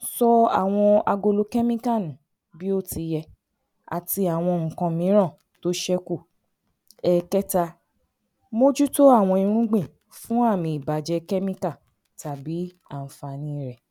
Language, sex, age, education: Yoruba, female, 30-45, tertiary